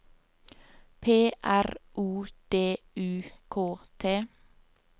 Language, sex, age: Norwegian, female, 27